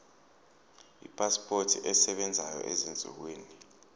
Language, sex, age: Zulu, male, 29